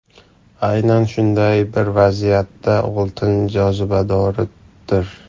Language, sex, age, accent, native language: Uzbek, male, under 19, Farg'ona, Uzbek